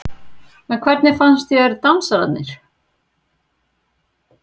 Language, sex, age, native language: Icelandic, female, 40-49, Icelandic